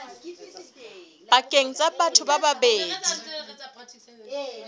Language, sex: Southern Sotho, female